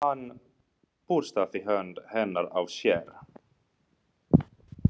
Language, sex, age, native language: Icelandic, male, 30-39, Finnish